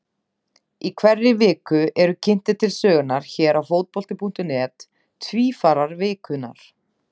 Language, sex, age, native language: Icelandic, female, 30-39, Icelandic